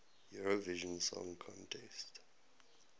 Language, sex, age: English, male, 19